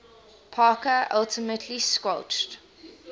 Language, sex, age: English, female, 20